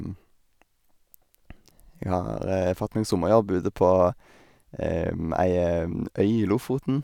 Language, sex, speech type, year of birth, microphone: Norwegian, male, spontaneous, 1990, Sennheiser